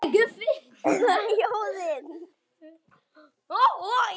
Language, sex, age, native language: Icelandic, male, 9, Icelandic